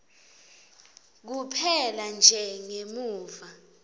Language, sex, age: Swati, female, 20